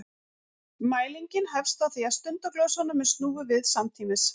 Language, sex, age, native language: Icelandic, female, 40-49, Icelandic